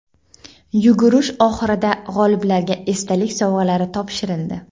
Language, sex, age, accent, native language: Uzbek, female, 18-24, Jizzax, Uzbek